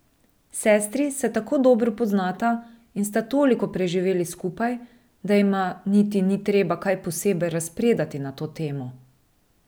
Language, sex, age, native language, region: Slovenian, female, 30-49, Slovenian, Drava region